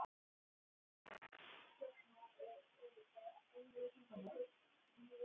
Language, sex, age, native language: Icelandic, male, 12, Icelandic